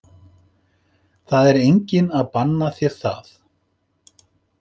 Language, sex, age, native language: Icelandic, male, 50-59, Icelandic